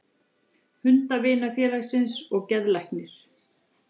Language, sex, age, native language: Icelandic, female, 40-49, Icelandic